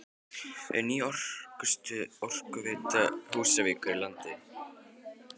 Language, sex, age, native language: Icelandic, male, 12, Icelandic